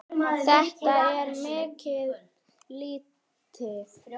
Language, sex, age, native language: Icelandic, male, 10, Icelandic